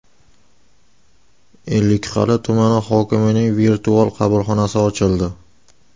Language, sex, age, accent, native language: Uzbek, male, 18-24, Farg'ona, Uzbek